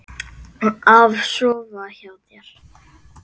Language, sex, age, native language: Icelandic, male, 8, Icelandic